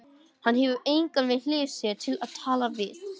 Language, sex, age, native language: Icelandic, male, 18-19, English